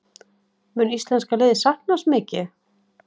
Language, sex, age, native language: Icelandic, female, 40-49, Icelandic